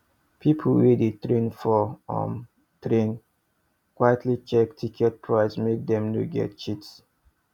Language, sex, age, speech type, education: Nigerian Pidgin, male, 30-45, spontaneous, tertiary